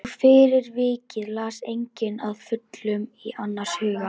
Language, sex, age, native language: Icelandic, female, 12, Icelandic